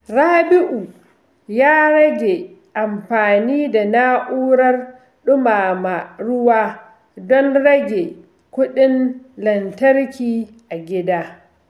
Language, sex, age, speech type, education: Hausa, female, 46-60, read, secondary